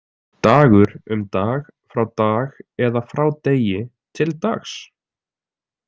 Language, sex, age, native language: Icelandic, male, 20-29, Icelandic